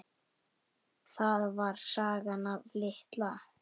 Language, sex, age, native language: Icelandic, male, 10, Icelandic